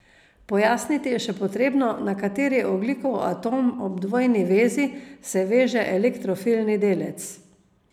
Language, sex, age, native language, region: Slovenian, female, 50-59, Slovenian, Savinja region